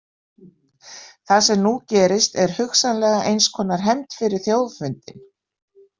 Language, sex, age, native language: Icelandic, female, 60-69, Icelandic